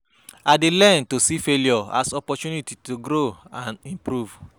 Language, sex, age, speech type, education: Nigerian Pidgin, male, 30-45, spontaneous, tertiary